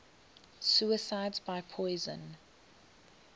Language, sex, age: English, female, 21